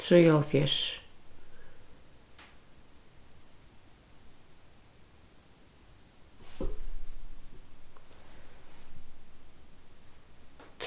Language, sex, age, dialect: Faroese, female, 36-60, Norðurstreymoy/Eysturoy